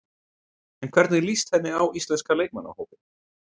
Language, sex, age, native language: Icelandic, male, 30-39, Icelandic